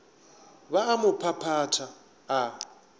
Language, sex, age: Northern Sotho, male, 24